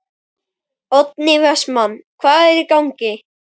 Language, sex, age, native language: Icelandic, male, 12, Icelandic